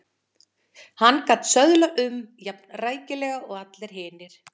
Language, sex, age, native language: Icelandic, female, 50-59, Icelandic